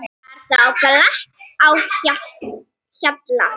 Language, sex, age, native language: Icelandic, female, 8, Icelandic